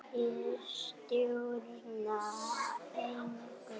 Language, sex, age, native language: Icelandic, female, 8, Icelandic